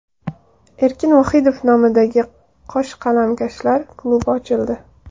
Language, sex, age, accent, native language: Uzbek, female, 19-29, Andijon, Uzbek